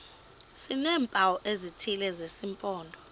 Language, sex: Xhosa, female